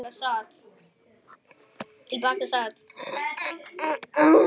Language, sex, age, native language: Icelandic, male, 10, Icelandic